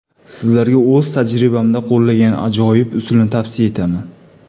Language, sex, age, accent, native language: Uzbek, male, 25-34, Toshkent shahri, Uzbek